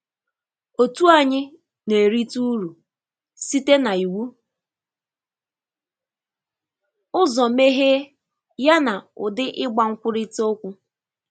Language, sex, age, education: Igbo, female, 15-29, tertiary